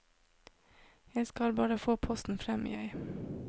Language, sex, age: Norwegian, female, 26